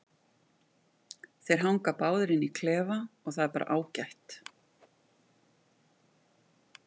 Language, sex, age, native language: Icelandic, female, 50-59, Icelandic